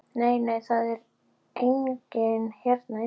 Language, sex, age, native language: Icelandic, female, 11, Icelandic